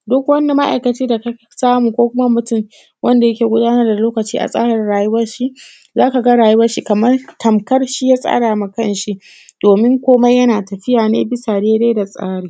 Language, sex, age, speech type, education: Hausa, female, 15-29, spontaneous, tertiary